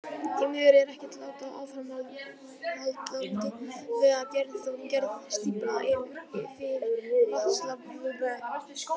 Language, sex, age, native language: Icelandic, male, 18-19, Icelandic